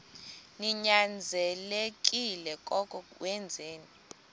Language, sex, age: Xhosa, female, 20